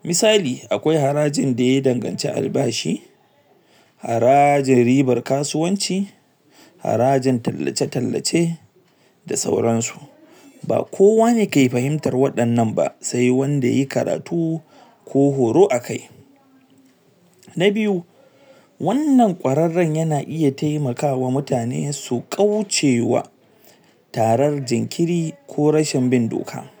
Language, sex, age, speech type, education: Hausa, male, 60+, spontaneous, tertiary